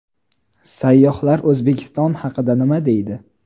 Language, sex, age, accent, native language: Uzbek, male, 18-24, Toshkent viloyati, Uzbek